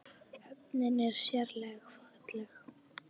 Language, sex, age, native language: Icelandic, female, 9, Icelandic